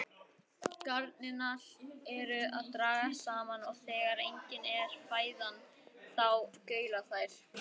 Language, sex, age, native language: Icelandic, female, 18-19, Icelandic